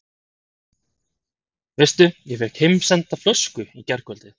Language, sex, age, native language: Icelandic, male, 30-39, Icelandic